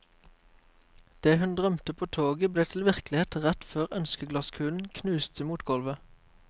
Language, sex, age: Norwegian, male, 23